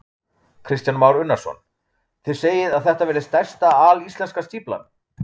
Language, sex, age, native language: Icelandic, male, 30-39, Icelandic